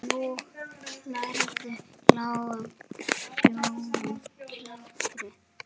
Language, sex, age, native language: Icelandic, male, 7, Icelandic